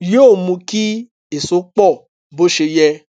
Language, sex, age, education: Yoruba, male, 30-45, tertiary